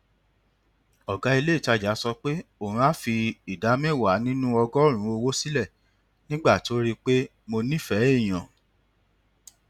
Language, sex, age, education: Yoruba, male, 30-45, tertiary